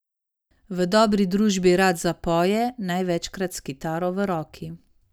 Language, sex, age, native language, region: Slovenian, female, 30-49, Slovenian, Savinja region